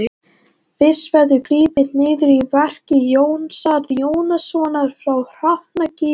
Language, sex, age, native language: Icelandic, male, 12, Latvian